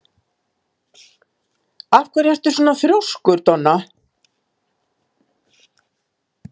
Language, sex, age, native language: Icelandic, female, 70-79, Icelandic